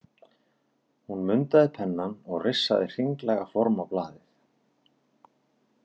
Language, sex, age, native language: Icelandic, male, 40-49, Icelandic